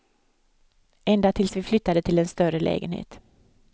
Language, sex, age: Swedish, female, 55